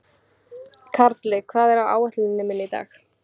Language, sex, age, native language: Icelandic, female, 15, Icelandic